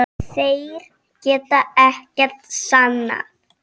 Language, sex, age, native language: Icelandic, female, 5, Icelandic